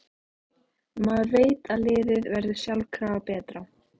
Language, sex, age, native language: Icelandic, female, 18-19, Icelandic